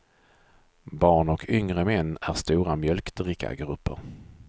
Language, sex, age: Swedish, male, 42